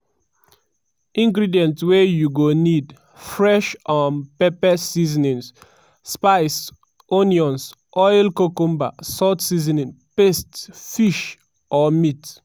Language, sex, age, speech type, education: Nigerian Pidgin, male, 15-29, spontaneous, tertiary